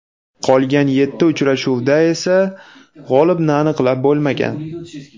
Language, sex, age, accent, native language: Uzbek, male, 18-24, Namangan, Uzbek